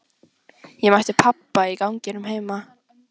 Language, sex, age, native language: Icelandic, female, 14, Icelandic